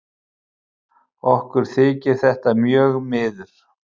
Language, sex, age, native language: Icelandic, male, 50-59, Icelandic